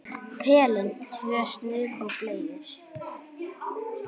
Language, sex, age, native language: Icelandic, male, 9, Icelandic